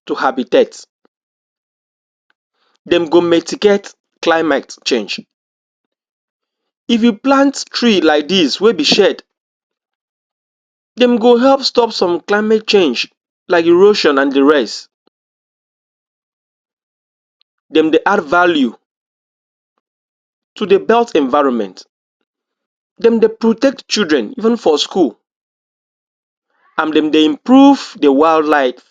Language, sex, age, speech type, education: Nigerian Pidgin, male, 60+, spontaneous, tertiary